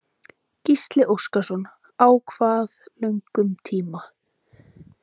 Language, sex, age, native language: Icelandic, female, 20-29, Icelandic